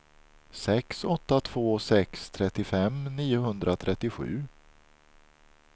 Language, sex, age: Swedish, male, 43